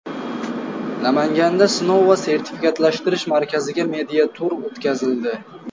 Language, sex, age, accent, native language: Uzbek, male, 19-29, Toshkent viloyati, Uzbek